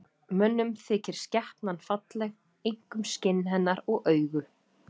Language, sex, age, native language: Icelandic, female, 30-39, Icelandic